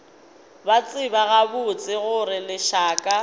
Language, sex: Northern Sotho, female